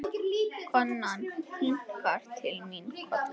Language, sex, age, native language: Icelandic, male, 10, Icelandic